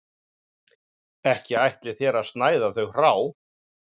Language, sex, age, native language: Icelandic, male, 40-49, Icelandic